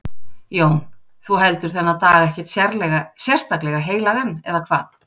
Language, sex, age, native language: Icelandic, female, 40-49, Icelandic